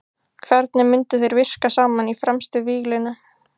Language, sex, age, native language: Icelandic, female, 15, Icelandic